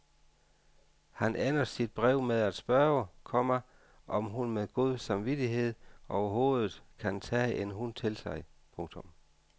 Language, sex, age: Danish, male, 49